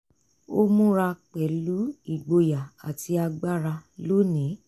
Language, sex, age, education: Yoruba, female, 30-45, tertiary